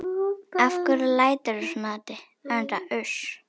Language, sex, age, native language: Icelandic, female, 10, Icelandic